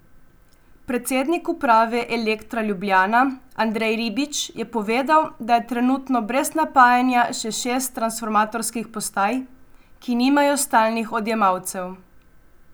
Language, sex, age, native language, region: Slovenian, female, 18-29, Slovenian, Coastal Karst region